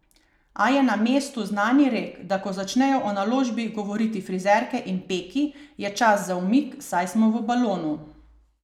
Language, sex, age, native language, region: Slovenian, female, 30-49, Slovenian, Savinja region